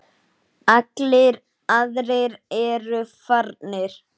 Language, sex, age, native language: Icelandic, male, 9, Icelandic